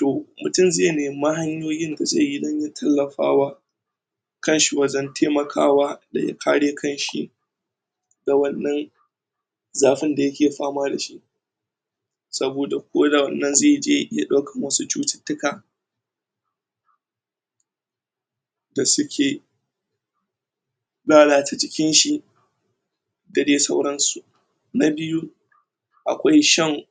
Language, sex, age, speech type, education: Hausa, male, 30-45, spontaneous, tertiary